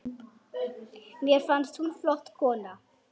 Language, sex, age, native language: Icelandic, female, 10, Icelandic